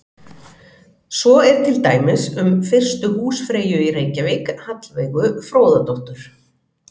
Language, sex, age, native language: Icelandic, female, 40-49, Icelandic